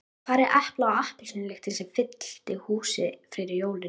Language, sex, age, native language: Icelandic, female, 13, Icelandic